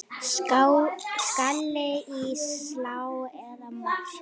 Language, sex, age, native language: Icelandic, female, 9, Icelandic